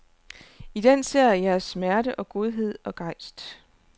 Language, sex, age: Danish, female, 29